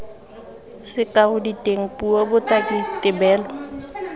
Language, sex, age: Tswana, female, 19